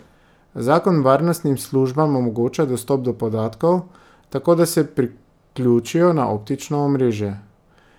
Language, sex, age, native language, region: Slovenian, male, 30-49, Slovenian, Drava region